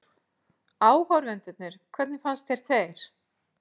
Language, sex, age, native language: Icelandic, female, 40-49, Icelandic